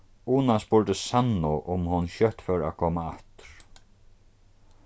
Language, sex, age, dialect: Faroese, male, 36-60, Norðurstreymoy/Eysturoy